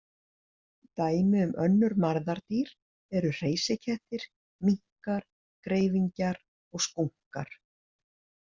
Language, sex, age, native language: Icelandic, female, 60-69, Icelandic